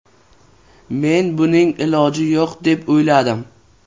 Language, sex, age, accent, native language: Uzbek, male, 18-24, Navoiy, Uzbek